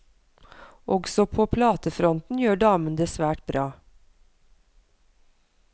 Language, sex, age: Norwegian, female, 43